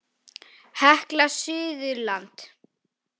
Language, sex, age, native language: Icelandic, female, 18-19, Icelandic